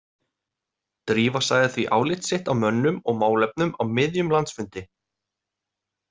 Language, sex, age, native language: Icelandic, male, 30-39, Icelandic